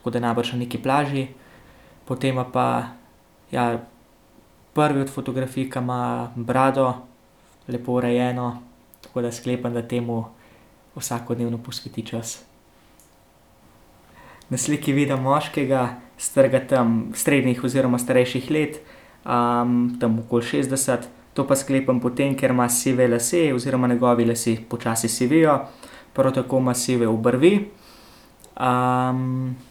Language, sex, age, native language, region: Slovenian, male, 18-29, Slovenian, Central Slovenia